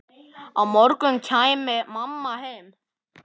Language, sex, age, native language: Icelandic, male, 9, Icelandic